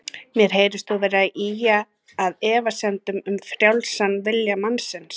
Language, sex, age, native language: Icelandic, female, 30-39, Icelandic